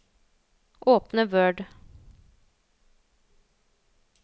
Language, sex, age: Norwegian, female, 27